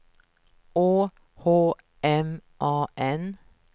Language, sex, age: Swedish, female, 48